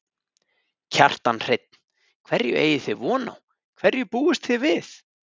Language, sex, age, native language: Icelandic, male, 30-39, Icelandic